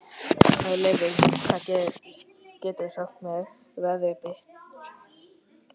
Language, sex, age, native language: Icelandic, male, 12, Icelandic